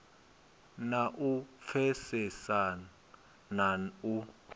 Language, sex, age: Venda, male, 22